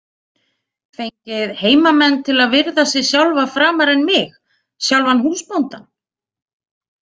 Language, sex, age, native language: Icelandic, female, 30-39, Icelandic